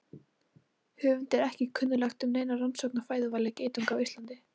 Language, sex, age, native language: Icelandic, female, 18-19, Icelandic